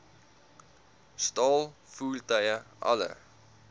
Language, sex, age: Afrikaans, male, 19